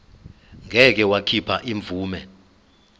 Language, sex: Zulu, male